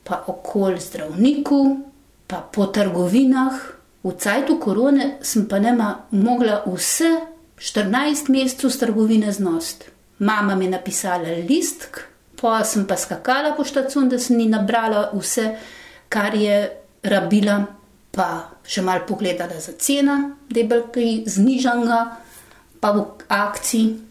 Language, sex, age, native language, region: Slovenian, female, 60+, Slovenian, Gorenjska region